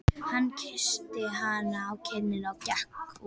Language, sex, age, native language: Icelandic, female, 11, Icelandic